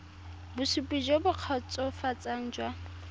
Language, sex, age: Tswana, female, 23